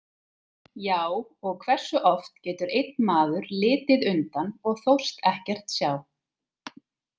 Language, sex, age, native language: Icelandic, female, 30-39, Icelandic